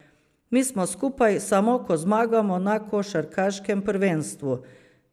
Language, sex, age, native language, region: Slovenian, female, 50-59, Slovenian, Savinja region